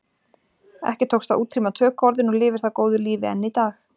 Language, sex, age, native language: Icelandic, female, 40-49, Icelandic